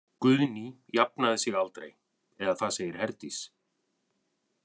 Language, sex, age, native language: Icelandic, male, 40-49, Icelandic